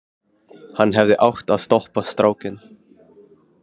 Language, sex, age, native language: Icelandic, male, 15, Icelandic